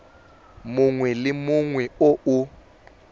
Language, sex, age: Tswana, male, 18